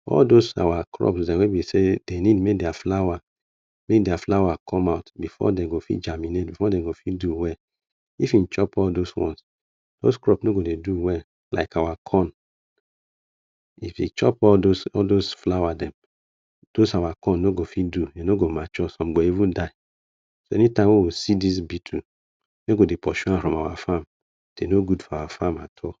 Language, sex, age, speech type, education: Nigerian Pidgin, male, 30-45, spontaneous, tertiary